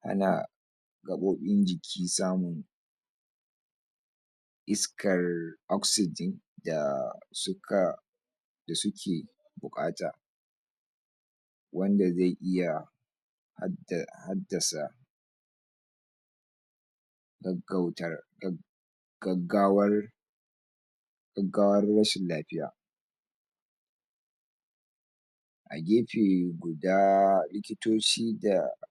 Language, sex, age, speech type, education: Hausa, male, 46-60, spontaneous, tertiary